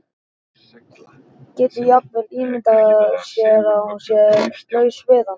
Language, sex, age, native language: Icelandic, male, 11, Icelandic